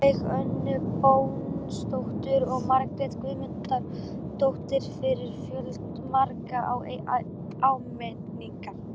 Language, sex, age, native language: Icelandic, female, 12, Icelandic